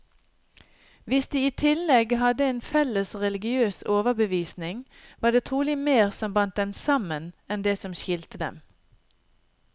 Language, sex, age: Norwegian, female, 50